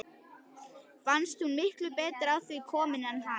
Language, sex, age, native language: Icelandic, female, 11, Icelandic